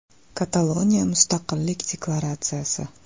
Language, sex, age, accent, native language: Uzbek, female, 35+, Toshkent viloyati, Uzbek